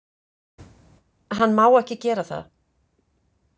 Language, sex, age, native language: Icelandic, female, 50-59, Icelandic